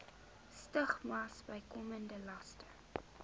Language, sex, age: Afrikaans, female, 20